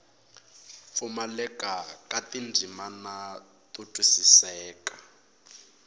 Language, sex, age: Tsonga, male, 22